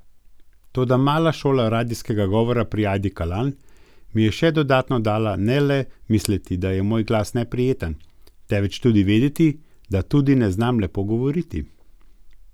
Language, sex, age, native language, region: Slovenian, male, 50-59, Slovenian, Gorenjska region